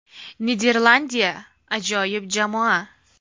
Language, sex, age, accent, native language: Uzbek, female, 19-29, Farg'ona, Uzbek